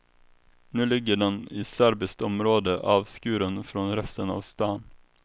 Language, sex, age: Swedish, male, 21